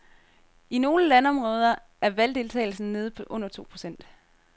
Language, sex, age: Danish, female, 30